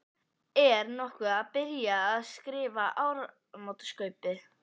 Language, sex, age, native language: Icelandic, female, 11, Icelandic